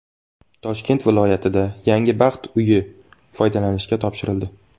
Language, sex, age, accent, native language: Uzbek, male, 19-29, Xorazm, Uzbek